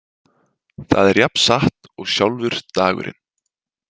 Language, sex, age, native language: Icelandic, male, 20-29, Icelandic